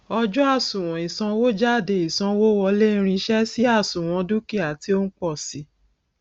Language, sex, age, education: Yoruba, female, 46-60, tertiary